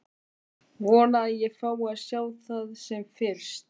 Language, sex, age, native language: Icelandic, male, 13, Icelandic